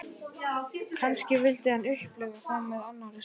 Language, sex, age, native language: Icelandic, male, 11, Icelandic